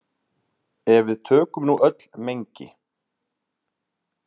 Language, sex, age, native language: Icelandic, male, 30-39, Icelandic